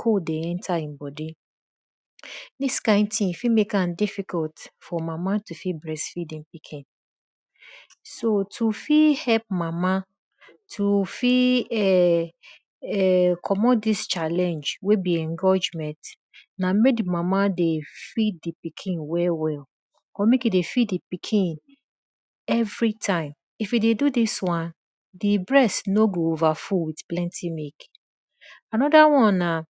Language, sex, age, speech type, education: Nigerian Pidgin, female, 30-45, spontaneous, tertiary